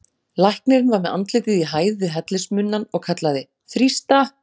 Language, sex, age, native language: Icelandic, female, 40-49, Icelandic